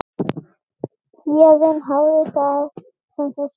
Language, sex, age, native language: Icelandic, male, 8, Icelandic